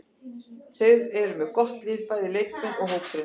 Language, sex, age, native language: Icelandic, female, 60-69, Icelandic